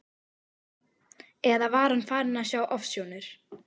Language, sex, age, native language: Icelandic, female, 12, Icelandic